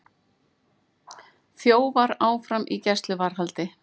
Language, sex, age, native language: Icelandic, female, 40-49, Icelandic